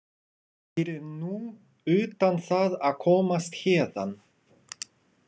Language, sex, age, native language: Icelandic, male, 30-39, Russian